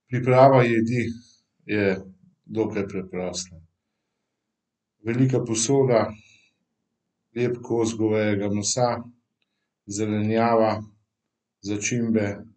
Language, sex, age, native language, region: Slovenian, male, 50-59, Slovenian, Central Slovenia